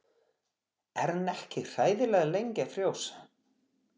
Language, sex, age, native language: Icelandic, male, 40-49, Portuguese